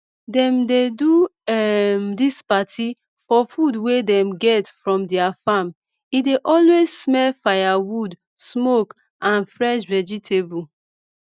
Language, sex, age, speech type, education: Nigerian Pidgin, female, 30-45, spontaneous, tertiary